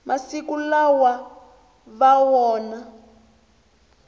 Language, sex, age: Tsonga, female, 22